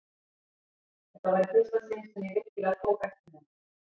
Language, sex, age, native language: Icelandic, female, 50-59, Icelandic